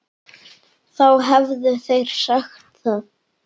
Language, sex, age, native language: Icelandic, male, 9, Icelandic